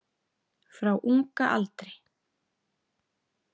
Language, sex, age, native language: Icelandic, female, 30-39, Icelandic